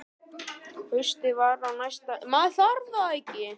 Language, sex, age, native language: Icelandic, male, 9, Icelandic